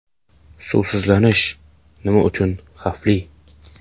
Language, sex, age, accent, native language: Uzbek, male, 18-24, Samarqand, Uzbek